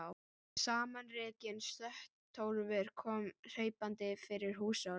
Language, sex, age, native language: Icelandic, female, 11, Icelandic